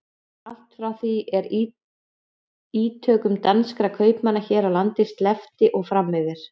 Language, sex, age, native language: Icelandic, female, 40-49, Icelandic